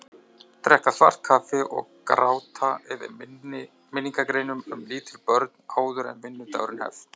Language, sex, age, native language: Icelandic, male, 30-39, Icelandic